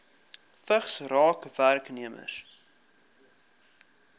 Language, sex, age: Afrikaans, male, 22